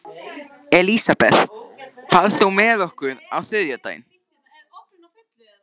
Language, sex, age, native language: Icelandic, male, 13, Icelandic